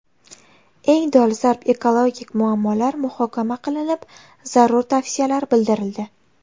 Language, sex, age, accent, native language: Uzbek, female, 18-24, Navoiy, Uzbek